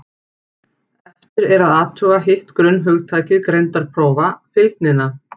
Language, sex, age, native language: Icelandic, female, 40-49, Icelandic